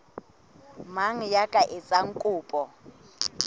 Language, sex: Southern Sotho, female